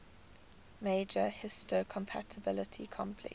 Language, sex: English, female